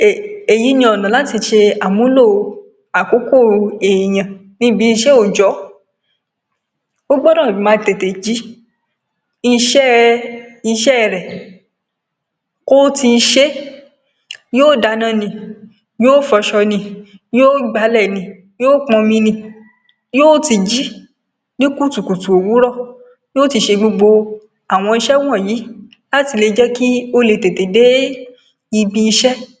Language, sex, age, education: Yoruba, female, 46-60, secondary